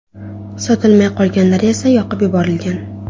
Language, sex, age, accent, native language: Uzbek, female, under 19, Toshkent viloyati, Uzbek